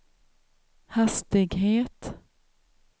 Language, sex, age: Swedish, female, 27